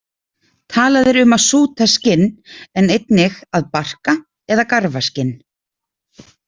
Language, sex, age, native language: Icelandic, female, 30-39, Icelandic